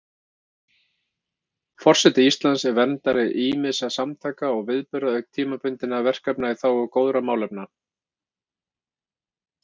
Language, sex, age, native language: Icelandic, male, 50-59, Icelandic